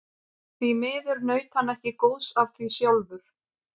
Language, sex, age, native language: Icelandic, female, 50-59, Icelandic